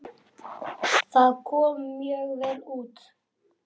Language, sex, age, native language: Icelandic, male, 9, Icelandic